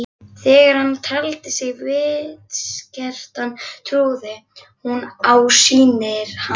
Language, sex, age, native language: Icelandic, male, 11, Icelandic